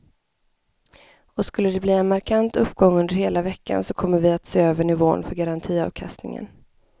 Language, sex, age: Swedish, male, 25